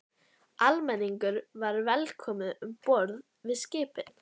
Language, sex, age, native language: Icelandic, female, 11, Icelandic